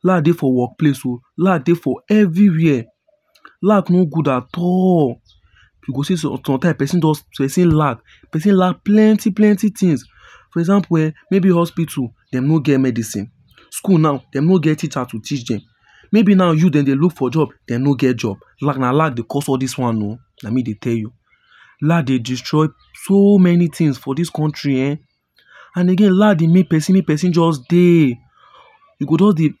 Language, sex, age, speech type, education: Nigerian Pidgin, male, 15-29, spontaneous, tertiary